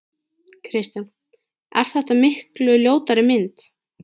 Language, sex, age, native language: Icelandic, female, 13, Icelandic